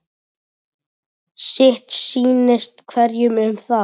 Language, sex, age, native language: Icelandic, male, 7, Icelandic